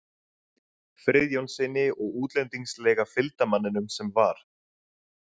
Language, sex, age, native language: Icelandic, male, 30-39, Icelandic